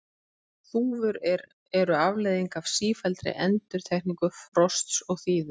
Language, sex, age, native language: Icelandic, female, 30-39, Icelandic